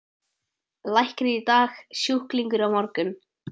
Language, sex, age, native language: Icelandic, male, 12, Icelandic